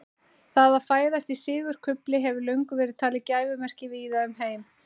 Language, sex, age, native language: Icelandic, female, 30-39, Icelandic